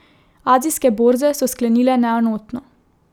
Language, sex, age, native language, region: Slovenian, female, 18-29, Slovenian, Drava region